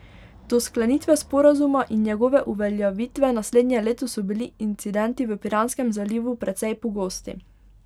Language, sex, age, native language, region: Slovenian, female, 18-29, Slovenian, Pomurje region